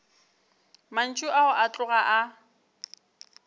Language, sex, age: Northern Sotho, female, 29